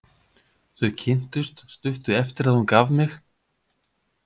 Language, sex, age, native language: Icelandic, male, 50-59, Icelandic